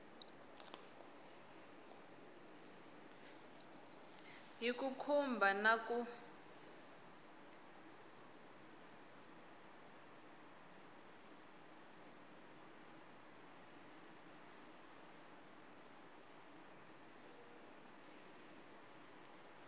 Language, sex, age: Tsonga, female, 18